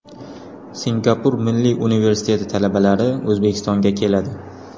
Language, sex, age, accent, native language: Uzbek, male, 18-24, Qoraqalpog'iston, Uzbek